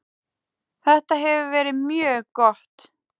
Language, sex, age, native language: Icelandic, female, 10, Icelandic